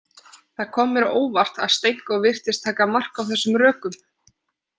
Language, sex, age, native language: Icelandic, female, 20-29, Icelandic